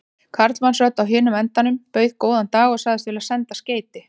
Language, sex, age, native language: Icelandic, female, 30-39, Icelandic